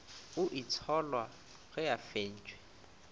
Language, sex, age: Northern Sotho, male, 25